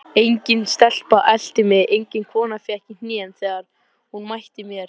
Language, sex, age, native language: Icelandic, male, 20-29, Icelandic